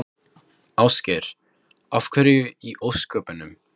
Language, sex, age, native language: Icelandic, male, 15, Icelandic